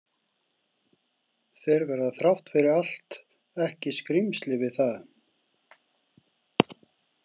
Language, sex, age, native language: Icelandic, male, 40-49, Icelandic